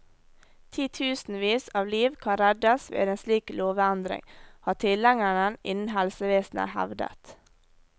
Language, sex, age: Norwegian, female, 18